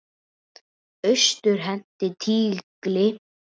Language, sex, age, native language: Icelandic, male, 9, Icelandic